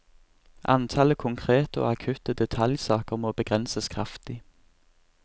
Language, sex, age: Norwegian, male, 24